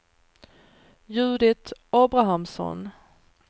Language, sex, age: Swedish, female, 39